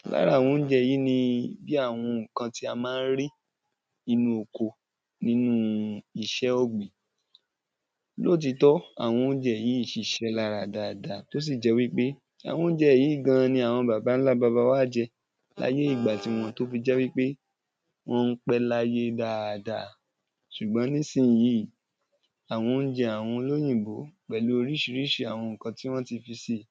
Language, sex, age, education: Yoruba, male, 15-29, tertiary